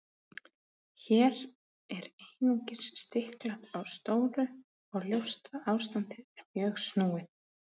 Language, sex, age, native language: Icelandic, female, 30-39, Icelandic